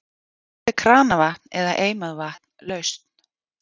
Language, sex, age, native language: Icelandic, female, 40-49, Icelandic